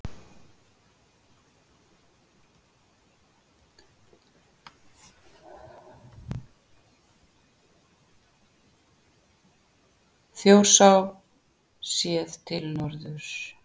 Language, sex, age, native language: Icelandic, female, 60-69, Icelandic